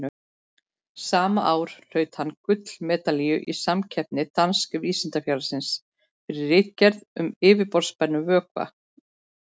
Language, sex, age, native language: Icelandic, female, 40-49, Icelandic